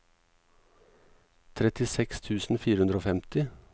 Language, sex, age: Norwegian, male, 38